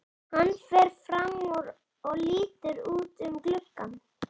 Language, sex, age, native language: Icelandic, male, 11, Icelandic